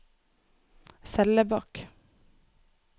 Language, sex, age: Norwegian, female, 24